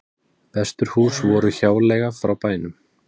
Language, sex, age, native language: Icelandic, male, 30-39, Icelandic